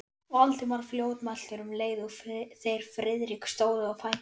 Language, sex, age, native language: Icelandic, male, 11, Icelandic